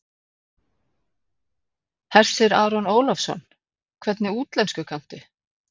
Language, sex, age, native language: Icelandic, female, 40-49, Icelandic